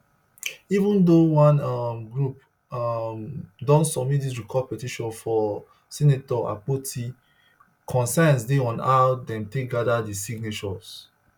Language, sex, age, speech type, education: Nigerian Pidgin, male, 30-45, spontaneous, tertiary